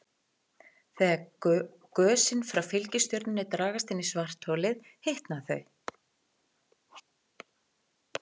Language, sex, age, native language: Icelandic, female, 40-49, Icelandic